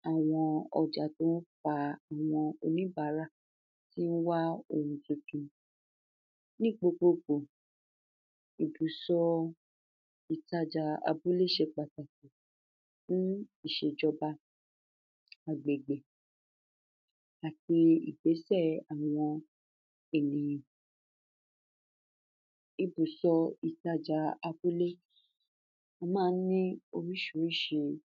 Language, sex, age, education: Yoruba, female, 15-29, tertiary